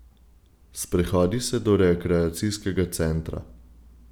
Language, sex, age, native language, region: Slovenian, male, 18-29, Slovenian, Gorenjska region